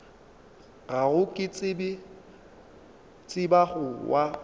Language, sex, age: Northern Sotho, male, 22